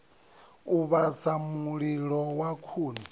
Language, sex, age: Venda, male, 39